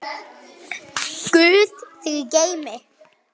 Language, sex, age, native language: Icelandic, male, 9, Icelandic